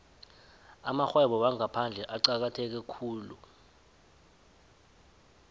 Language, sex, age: South Ndebele, male, 20